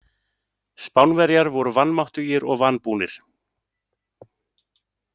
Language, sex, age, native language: Icelandic, male, 30-39, Icelandic